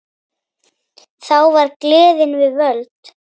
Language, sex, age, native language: Icelandic, female, 9, Icelandic